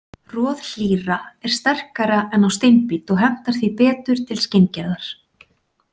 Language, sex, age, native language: Icelandic, female, 40-49, Icelandic